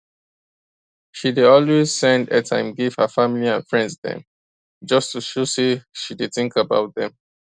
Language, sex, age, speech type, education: Nigerian Pidgin, male, 15-29, spontaneous, tertiary